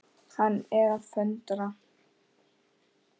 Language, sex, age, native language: Icelandic, male, 10, Icelandic